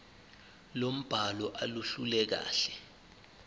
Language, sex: Zulu, male